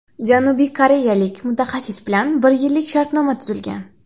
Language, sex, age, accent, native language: Uzbek, female, 19-29, Xorazm, Uzbek